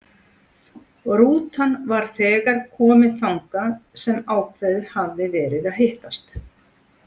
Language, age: Icelandic, 40-49